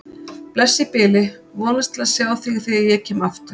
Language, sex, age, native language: Icelandic, female, 50-59, Icelandic